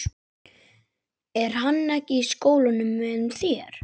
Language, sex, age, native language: Icelandic, male, 11, Icelandic